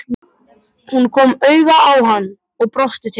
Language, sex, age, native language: Icelandic, male, 12, Icelandic